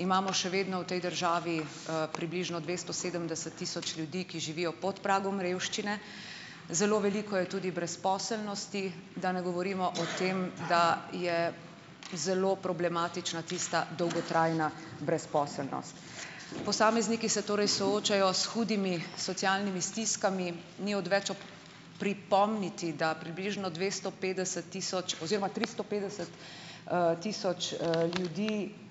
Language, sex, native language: Slovenian, female, Slovenian